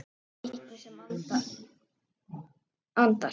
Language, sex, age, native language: Icelandic, male, 9, Icelandic